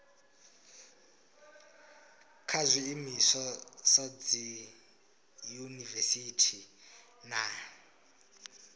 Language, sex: Venda, male